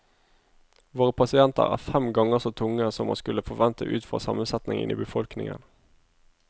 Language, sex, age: Norwegian, male, 25